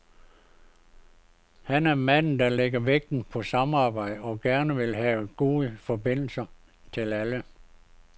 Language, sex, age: Danish, male, 52